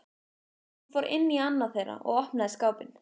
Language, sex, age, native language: Icelandic, female, 15, Icelandic